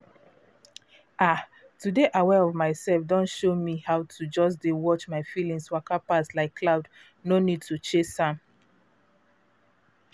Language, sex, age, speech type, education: Nigerian Pidgin, female, 30-45, spontaneous, tertiary